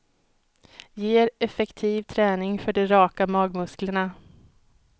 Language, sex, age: Swedish, female, 31